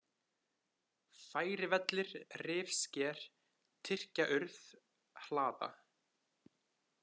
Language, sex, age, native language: Icelandic, male, 20-29, Icelandic